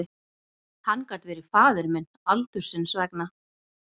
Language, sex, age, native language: Icelandic, female, 11, Icelandic